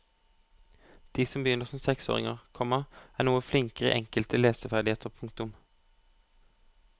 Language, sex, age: Norwegian, male, 25